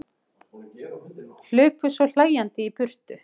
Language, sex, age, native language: Icelandic, female, 50-59, Icelandic